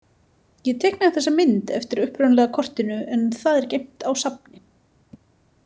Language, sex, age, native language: Icelandic, female, 30-39, Icelandic